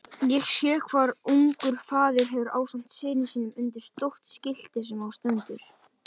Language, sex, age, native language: Icelandic, male, 18-19, Icelandic